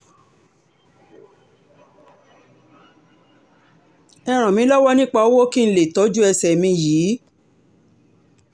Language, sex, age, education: Yoruba, female, 60+, tertiary